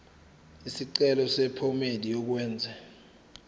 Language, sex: Zulu, male